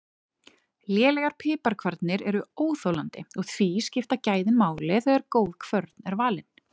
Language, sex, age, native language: Icelandic, female, 30-39, Icelandic